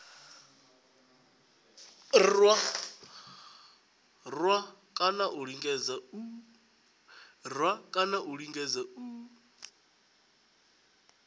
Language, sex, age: Venda, male, 20